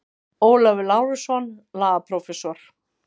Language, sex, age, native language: Icelandic, female, 50-59, Icelandic